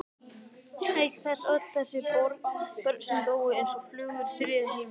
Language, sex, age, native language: Icelandic, male, 18-19, Icelandic